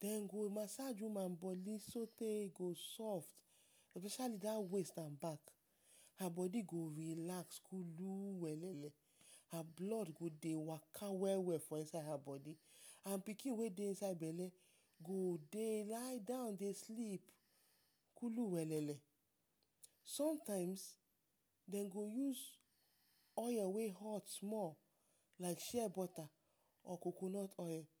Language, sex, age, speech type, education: Nigerian Pidgin, female, 30-45, spontaneous, tertiary